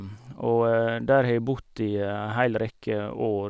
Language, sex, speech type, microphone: Norwegian, male, spontaneous, Sennheiser